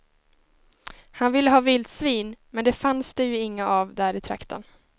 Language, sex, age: Swedish, female, 19